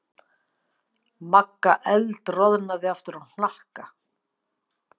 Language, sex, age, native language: Icelandic, female, 50-59, Icelandic